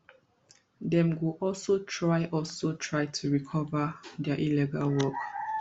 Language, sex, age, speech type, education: Nigerian Pidgin, female, 30-45, spontaneous, tertiary